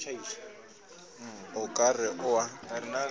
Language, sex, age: Northern Sotho, female, 22